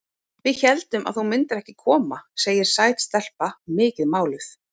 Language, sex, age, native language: Icelandic, female, 30-39, Icelandic